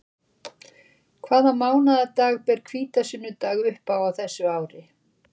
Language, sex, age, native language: Icelandic, female, 60-69, Icelandic